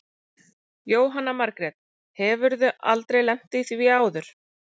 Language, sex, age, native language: Icelandic, female, 40-49, Icelandic